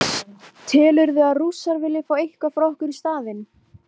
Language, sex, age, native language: Icelandic, female, 13, Icelandic